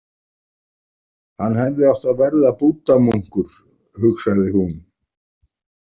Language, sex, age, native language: Icelandic, male, 40-49, Icelandic